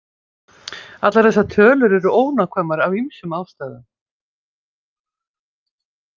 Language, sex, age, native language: Icelandic, female, 50-59, Icelandic